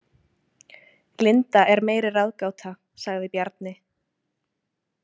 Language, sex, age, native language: Icelandic, female, 20-29, Icelandic